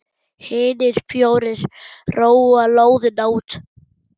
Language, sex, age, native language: Icelandic, male, 8, German